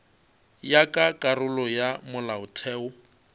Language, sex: Northern Sotho, male